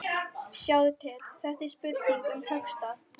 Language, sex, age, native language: Icelandic, female, 12, Icelandic